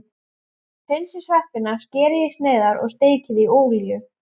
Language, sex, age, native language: Icelandic, female, 11, Icelandic